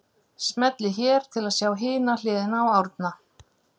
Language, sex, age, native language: Icelandic, female, 50-59, Icelandic